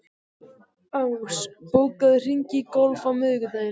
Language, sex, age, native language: Icelandic, male, 14, Icelandic